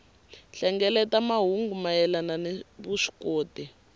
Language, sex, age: Tsonga, female, 19